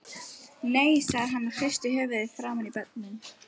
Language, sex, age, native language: Icelandic, female, 12, Icelandic